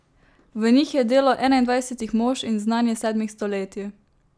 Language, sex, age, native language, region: Slovenian, female, 18-29, Slovenian, Savinja region